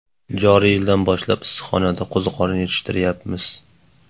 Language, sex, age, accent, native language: Uzbek, male, 25-34, Farg'ona, Uzbek